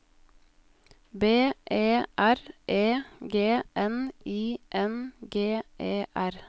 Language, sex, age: Norwegian, female, 20